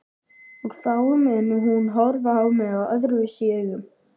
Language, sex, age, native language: Icelandic, male, 12, Icelandic